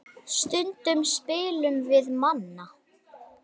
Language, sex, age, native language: Icelandic, female, 9, Icelandic